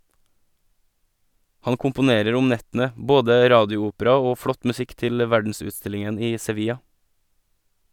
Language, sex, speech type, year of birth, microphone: Norwegian, male, read, 1985, Sennheiser